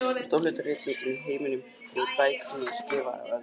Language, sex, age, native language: Icelandic, male, 20-29, Icelandic